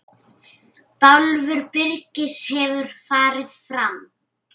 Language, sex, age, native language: Icelandic, female, 8, Icelandic